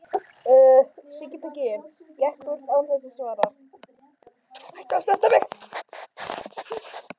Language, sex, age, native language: Icelandic, female, 12, Icelandic